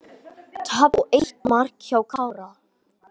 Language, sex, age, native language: Icelandic, male, 18-19, Icelandic